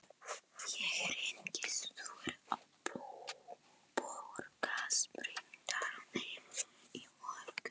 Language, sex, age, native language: Icelandic, female, 11, Polish